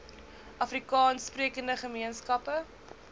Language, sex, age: Afrikaans, female, 20